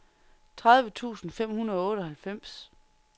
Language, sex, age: Danish, female, 30